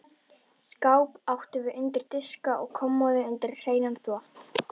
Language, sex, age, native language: Icelandic, female, 11, Icelandic